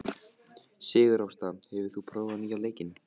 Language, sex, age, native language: Icelandic, male, 14, Icelandic